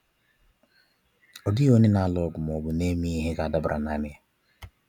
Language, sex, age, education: Igbo, male, 15-29, tertiary